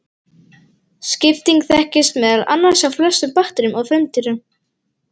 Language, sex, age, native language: Icelandic, female, 18-19, Icelandic